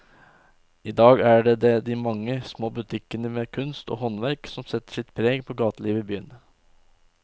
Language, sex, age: Norwegian, male, 20